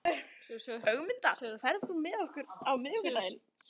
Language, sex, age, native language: Icelandic, female, 13, Icelandic